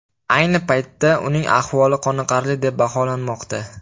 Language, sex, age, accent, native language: Uzbek, male, 18-24, Farg'ona, Uzbek